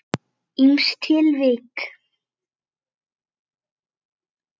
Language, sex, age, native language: Icelandic, female, 8, Icelandic